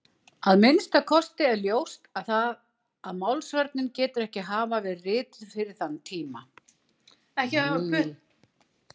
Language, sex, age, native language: Icelandic, female, 60-69, Icelandic